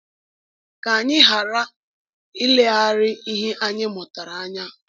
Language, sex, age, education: Igbo, female, 15-29, tertiary